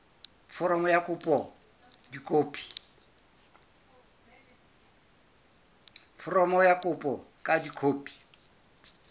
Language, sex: Southern Sotho, male